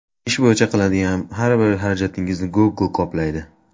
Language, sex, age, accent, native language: Uzbek, male, under 19, Andijon, Uzbek